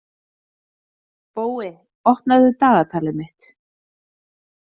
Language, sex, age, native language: Icelandic, female, 30-39, Icelandic